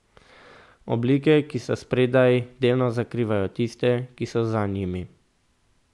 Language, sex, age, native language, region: Slovenian, male, 18-29, Slovenian, Central Slovenia